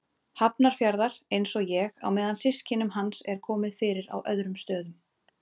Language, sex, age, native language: Icelandic, female, 30-39, Icelandic